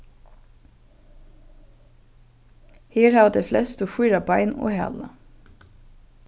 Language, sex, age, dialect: Faroese, female, 15-35, Norðurstreymoy/Eysturoy